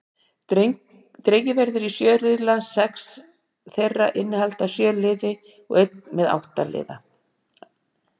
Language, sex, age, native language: Icelandic, female, 60-69, Icelandic